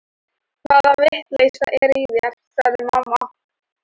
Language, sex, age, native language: Icelandic, female, 13, Thai